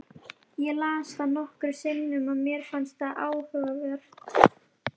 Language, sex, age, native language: Icelandic, female, 11, Icelandic